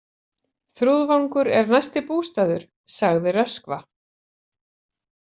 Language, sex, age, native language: Icelandic, female, 40-49, Icelandic